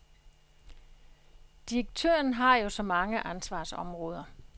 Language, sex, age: Danish, female, 66